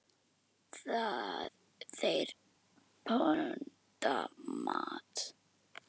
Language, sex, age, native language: Icelandic, male, 10, Icelandic